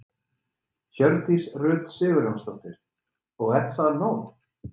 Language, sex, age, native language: Icelandic, male, 30-39, Icelandic